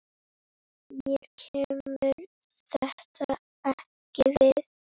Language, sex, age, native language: Icelandic, female, 8, Icelandic